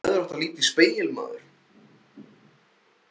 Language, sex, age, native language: Icelandic, male, 15, Icelandic